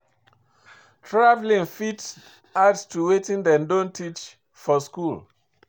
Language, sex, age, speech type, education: Nigerian Pidgin, male, 46-60, read, tertiary